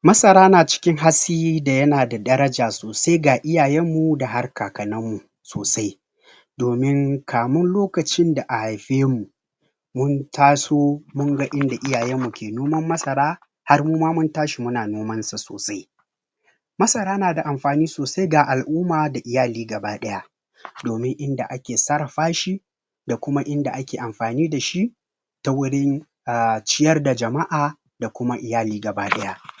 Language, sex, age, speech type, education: Hausa, male, 30-45, spontaneous, tertiary